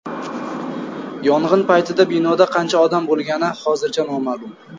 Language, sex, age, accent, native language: Uzbek, male, 19-29, Toshkent viloyati, Uzbek